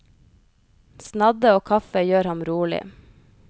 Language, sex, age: Norwegian, female, 33